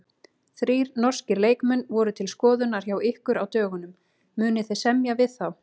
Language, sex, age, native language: Icelandic, female, 18-19, Icelandic